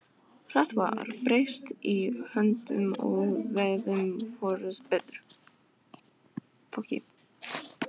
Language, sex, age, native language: Icelandic, female, 12, Icelandic